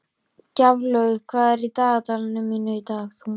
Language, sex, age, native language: Icelandic, male, 13, Icelandic